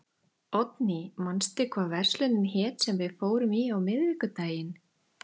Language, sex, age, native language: Icelandic, female, 14, Icelandic